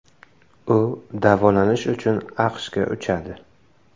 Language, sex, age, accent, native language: Uzbek, male, 18-24, Samarqand, Uzbek